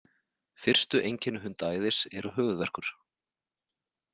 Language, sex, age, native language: Icelandic, male, 40-49, Icelandic